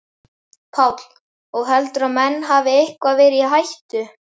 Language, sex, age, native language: Icelandic, male, 11, Icelandic